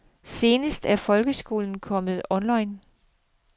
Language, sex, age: Danish, female, 42